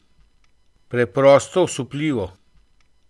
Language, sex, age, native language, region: Slovenian, male, 50-59, Slovenian, Central Slovenia